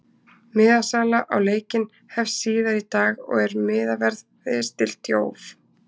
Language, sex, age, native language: Icelandic, female, 20-29, Icelandic